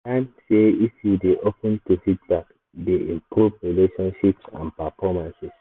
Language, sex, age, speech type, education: Nigerian Pidgin, male, 15-29, spontaneous, secondary